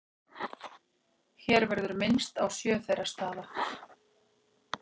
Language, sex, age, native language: Icelandic, female, 40-49, Icelandic